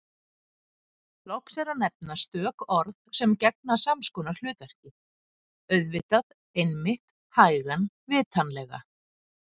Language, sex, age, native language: Icelandic, female, 30-39, Icelandic